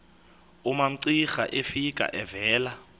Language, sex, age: Xhosa, male, 22